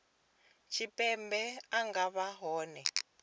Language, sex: Venda, female